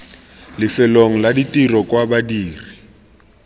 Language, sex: Tswana, male